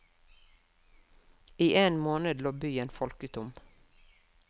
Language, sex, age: Norwegian, female, 52